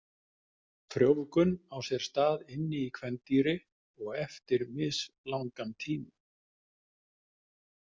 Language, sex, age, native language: Icelandic, male, 50-59, Icelandic